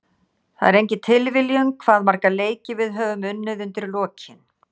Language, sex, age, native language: Icelandic, female, 60-69, Icelandic